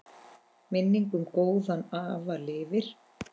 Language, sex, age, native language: Icelandic, female, 10, Icelandic